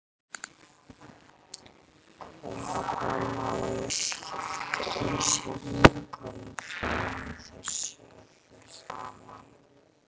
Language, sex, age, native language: Icelandic, other, 12, Icelandic